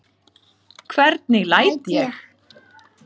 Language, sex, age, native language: Icelandic, female, 50-59, Icelandic